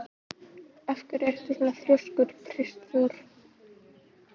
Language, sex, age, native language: Icelandic, female, 18-19, Icelandic